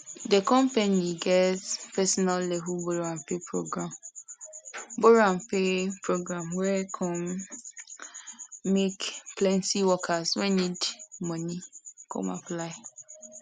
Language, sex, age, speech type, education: Nigerian Pidgin, female, 15-29, spontaneous, secondary